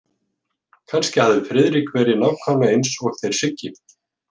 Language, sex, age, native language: Icelandic, male, 50-59, Icelandic